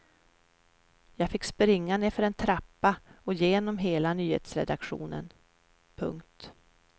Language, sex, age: Swedish, female, 44